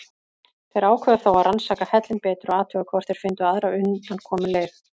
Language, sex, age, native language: Icelandic, female, 40-49, Icelandic